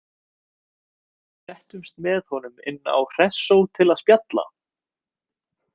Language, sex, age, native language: Icelandic, male, 20-29, Icelandic